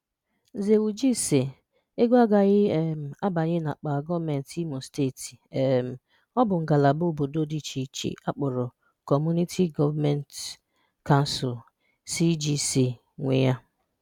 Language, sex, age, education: Igbo, female, 30-45, tertiary